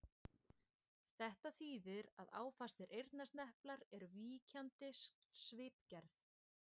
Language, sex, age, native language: Icelandic, female, 20-29, Icelandic